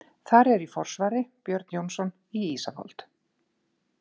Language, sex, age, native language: Icelandic, female, 50-59, Icelandic